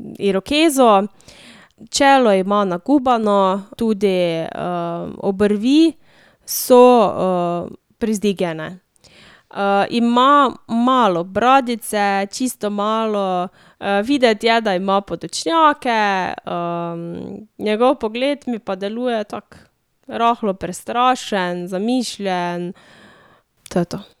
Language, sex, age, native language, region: Slovenian, female, 18-29, Slovenian, Drava region